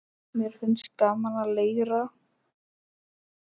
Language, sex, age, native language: Icelandic, male, 10, Icelandic